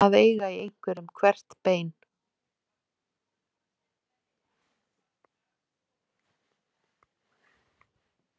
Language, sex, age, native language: Icelandic, female, 40-49, Icelandic